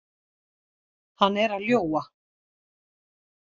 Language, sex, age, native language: Icelandic, female, 60-69, Icelandic